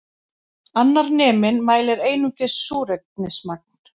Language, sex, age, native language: Icelandic, female, 30-39, Icelandic